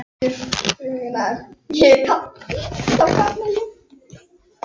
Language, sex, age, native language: Icelandic, male, 11, Icelandic